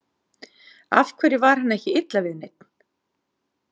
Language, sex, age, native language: Icelandic, female, 40-49, Icelandic